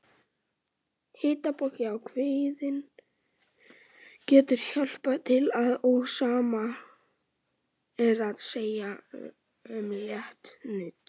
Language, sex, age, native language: Icelandic, male, 18-19, Icelandic